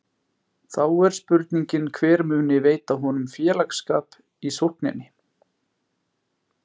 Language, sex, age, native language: Icelandic, male, 30-39, Icelandic